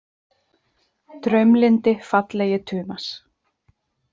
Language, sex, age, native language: Icelandic, female, 30-39, Icelandic